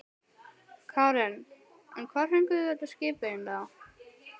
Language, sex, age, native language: Icelandic, male, 12, Icelandic